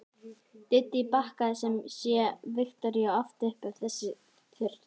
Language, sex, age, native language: Icelandic, female, 11, Icelandic